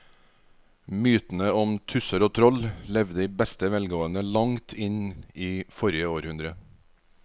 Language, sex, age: Norwegian, male, 49